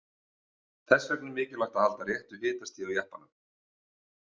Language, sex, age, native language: Icelandic, male, 40-49, Icelandic